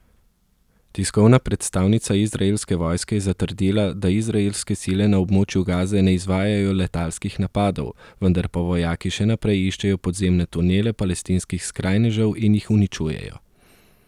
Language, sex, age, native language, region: Slovenian, male, 30-49, Slovenian, Southeast Slovenia